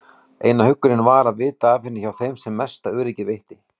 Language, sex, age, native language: Icelandic, male, 40-49, Icelandic